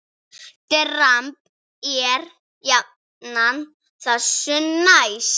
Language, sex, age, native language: Icelandic, female, 7, Icelandic